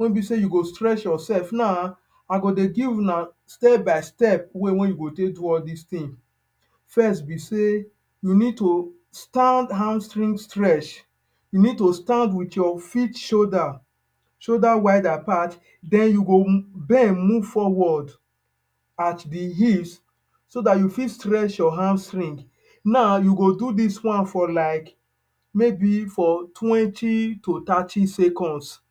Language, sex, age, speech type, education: Nigerian Pidgin, male, 30-45, spontaneous, tertiary